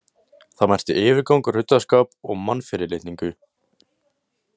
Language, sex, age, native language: Icelandic, male, 18-19, Icelandic